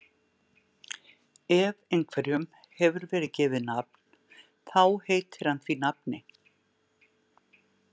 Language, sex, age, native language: Icelandic, female, 60-69, Icelandic